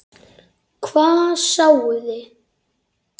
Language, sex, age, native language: Icelandic, female, 8, Icelandic